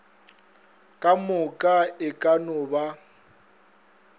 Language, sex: Northern Sotho, male